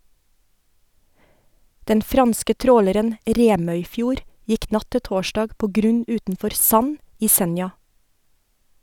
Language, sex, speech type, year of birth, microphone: Norwegian, female, read, 1970, Sennheiser